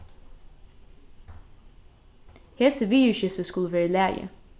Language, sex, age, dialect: Faroese, female, 15-35, Norðurstreymoy/Eysturoy